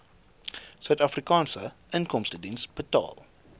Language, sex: Afrikaans, male